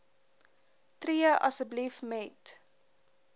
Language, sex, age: Afrikaans, female, 20